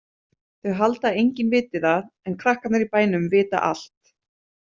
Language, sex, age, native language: Icelandic, female, 30-39, Icelandic